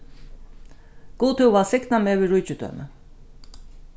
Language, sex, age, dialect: Faroese, female, 36-60, Norðurstreymoy/Eysturoy